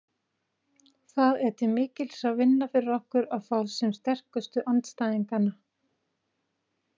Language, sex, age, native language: Icelandic, female, 40-49, Icelandic